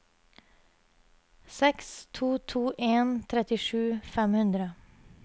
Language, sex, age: Norwegian, female, 30